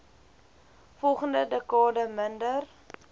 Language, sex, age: Afrikaans, female, 21